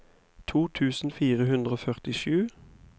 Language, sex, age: Norwegian, male, 31